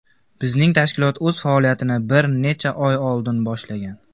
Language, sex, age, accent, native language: Uzbek, male, 19-29, Andijon, Uzbek